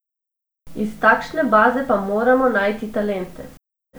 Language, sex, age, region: Slovenian, female, 18-29, Abroad